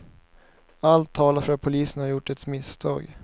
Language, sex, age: Swedish, male, 19